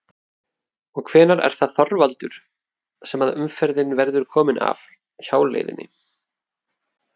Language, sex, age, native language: Icelandic, male, 30-39, Icelandic